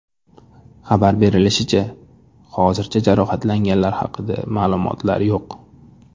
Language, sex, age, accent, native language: Uzbek, male, 25-34, Toshkent shahri, Uzbek